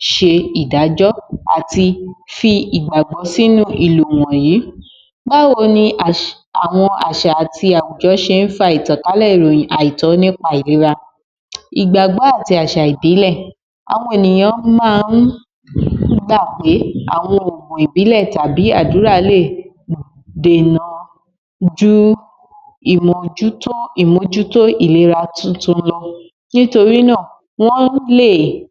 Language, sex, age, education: Yoruba, female, 30-45, tertiary